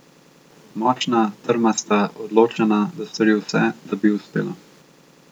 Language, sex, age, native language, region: Slovenian, male, 18-29, Slovenian, Central Slovenia